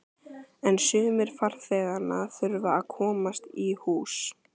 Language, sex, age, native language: Icelandic, female, 14, Icelandic